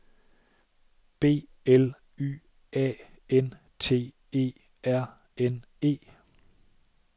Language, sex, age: Danish, male, 37